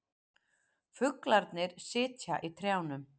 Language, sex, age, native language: Icelandic, female, 40-49, Icelandic